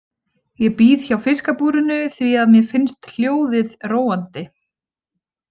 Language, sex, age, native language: Icelandic, female, 20-29, Icelandic